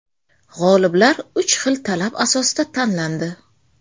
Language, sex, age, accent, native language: Uzbek, female, 25-34, Samarqand, Uzbek